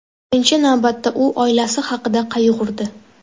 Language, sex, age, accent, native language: Uzbek, female, 12-17, Toshkent shahri, Uzbek